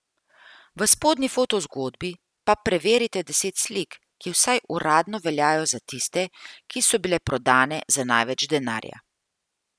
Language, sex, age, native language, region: Slovenian, female, 50-59, Slovenian, Central Slovenia